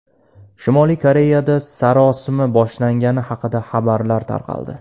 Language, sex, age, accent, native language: Uzbek, male, 18-24, Andijon, Uzbek